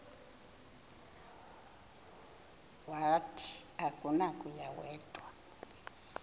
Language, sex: Xhosa, female